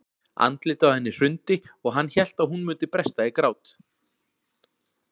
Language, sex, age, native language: Icelandic, male, 40-49, Icelandic